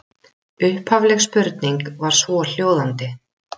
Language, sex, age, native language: Icelandic, female, 30-39, Icelandic